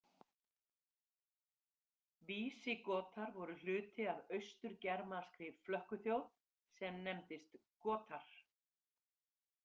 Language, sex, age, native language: Icelandic, female, 50-59, Icelandic